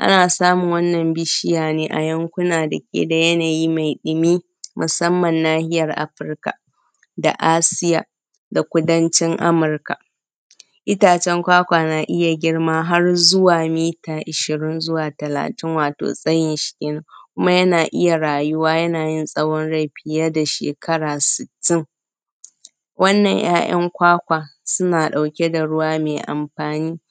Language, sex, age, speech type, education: Hausa, female, 15-29, spontaneous, primary